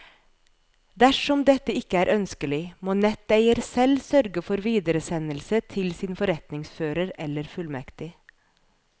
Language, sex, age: Norwegian, female, 41